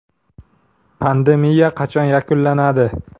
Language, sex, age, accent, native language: Uzbek, male, 25-34, Samarqand, Uzbek